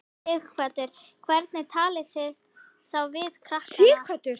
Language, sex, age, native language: Icelandic, female, 11, Icelandic